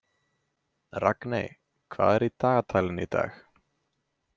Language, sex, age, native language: Icelandic, male, 20-29, Icelandic